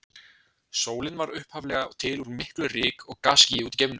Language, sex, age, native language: Icelandic, male, 20-29, Icelandic